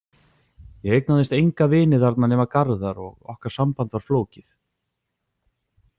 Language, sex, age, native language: Icelandic, male, 40-49, Icelandic